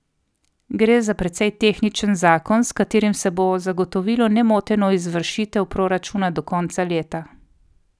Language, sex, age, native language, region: Slovenian, female, 30-49, Slovenian, Coastal Karst region